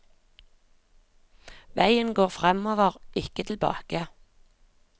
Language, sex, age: Norwegian, female, 36